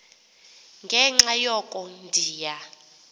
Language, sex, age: Xhosa, female, 28